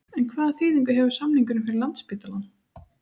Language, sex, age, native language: Icelandic, female, 30-39, Icelandic